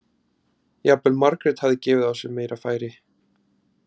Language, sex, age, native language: Icelandic, male, 30-39, Icelandic